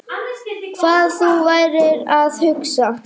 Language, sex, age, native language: Icelandic, female, 5, Icelandic